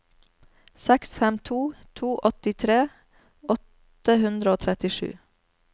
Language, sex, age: Norwegian, female, 34